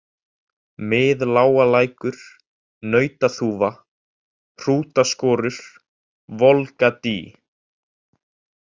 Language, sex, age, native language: Icelandic, male, 18-19, Icelandic